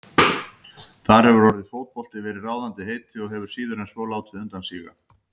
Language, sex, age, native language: Icelandic, male, 50-59, Icelandic